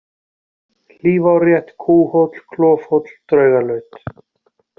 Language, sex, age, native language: Icelandic, male, 40-49, Icelandic